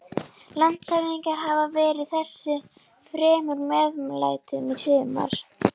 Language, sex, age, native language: Icelandic, female, 11, Icelandic